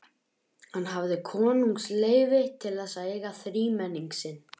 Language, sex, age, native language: Icelandic, male, 11, Icelandic